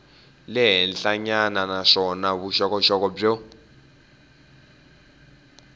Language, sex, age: Tsonga, male, 18